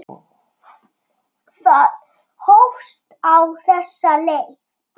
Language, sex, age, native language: Icelandic, male, 6, Icelandic